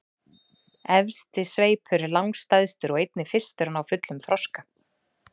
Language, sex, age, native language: Icelandic, female, 40-49, Icelandic